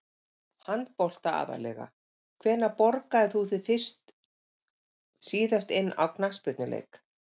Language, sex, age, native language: Icelandic, female, 50-59, Icelandic